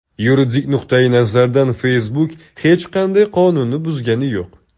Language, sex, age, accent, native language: Uzbek, male, 19-29, Toshkent viloyati, Uzbek